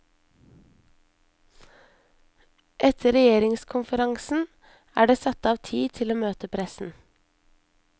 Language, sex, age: Norwegian, female, 23